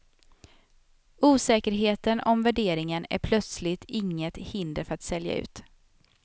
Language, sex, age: Swedish, female, 27